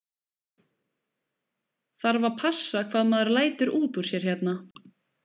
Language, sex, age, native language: Icelandic, female, 20-29, Icelandic